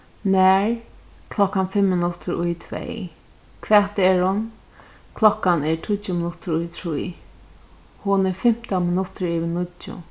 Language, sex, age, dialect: Faroese, female, 36-60, Norðurstreymoy/Eysturoy